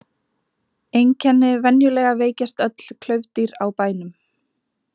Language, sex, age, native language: Icelandic, female, 20-29, Icelandic